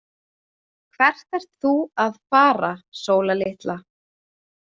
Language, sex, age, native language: Icelandic, female, 30-39, Icelandic